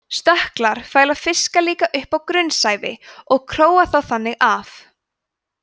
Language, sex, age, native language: Icelandic, female, 20-29, Icelandic